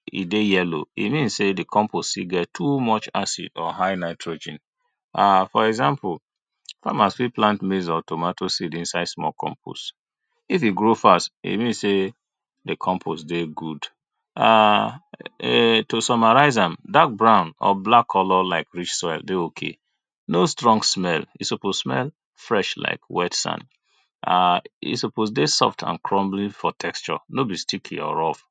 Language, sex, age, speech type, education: Nigerian Pidgin, male, 30-45, spontaneous, tertiary